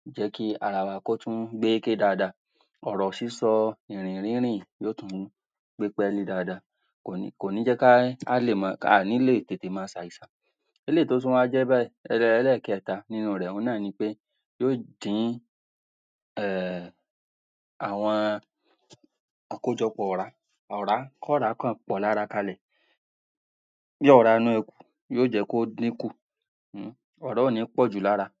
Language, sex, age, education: Yoruba, male, 46-60, tertiary